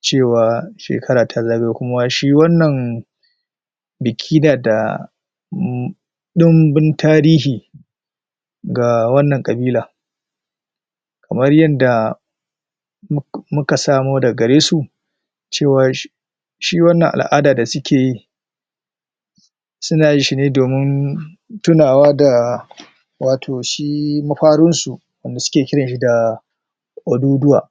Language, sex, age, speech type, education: Hausa, male, 30-45, spontaneous, tertiary